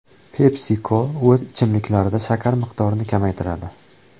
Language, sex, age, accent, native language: Uzbek, male, 25-34, Toshkent viloyati, Uzbek